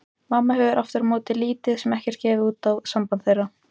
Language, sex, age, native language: Icelandic, female, 18-19, Icelandic